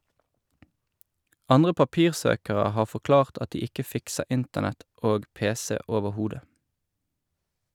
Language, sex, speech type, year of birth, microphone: Norwegian, male, read, 1983, Shure